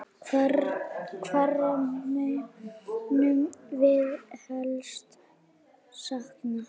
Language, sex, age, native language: Icelandic, female, 8, Icelandic